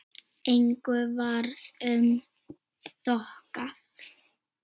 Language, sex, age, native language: Icelandic, female, 7, Icelandic